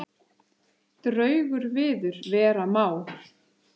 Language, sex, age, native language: Icelandic, male, 8, Icelandic